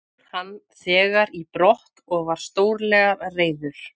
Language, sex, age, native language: Icelandic, female, 20-29, Icelandic